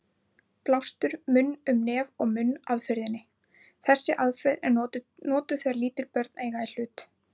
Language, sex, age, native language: Icelandic, female, 20-29, Icelandic